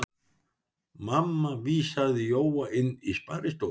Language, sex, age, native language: Icelandic, male, 60-69, Icelandic